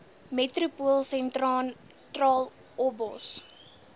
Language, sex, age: Afrikaans, female, 20